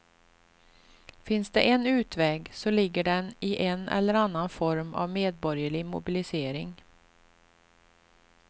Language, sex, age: Swedish, female, 38